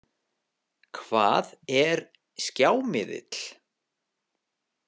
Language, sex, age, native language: Icelandic, male, 50-59, Icelandic